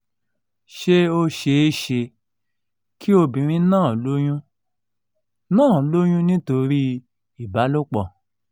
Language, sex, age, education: Yoruba, male, 46-60, tertiary